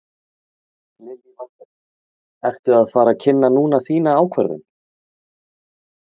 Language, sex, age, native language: Icelandic, male, 30-39, Icelandic